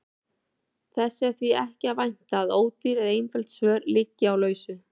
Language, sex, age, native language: Icelandic, female, 40-49, Icelandic